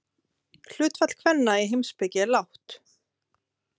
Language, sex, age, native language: Icelandic, female, 30-39, Icelandic